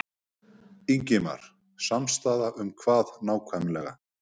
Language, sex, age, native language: Icelandic, male, 50-59, Icelandic